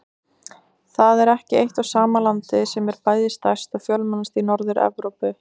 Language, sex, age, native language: Icelandic, female, 60-69, Icelandic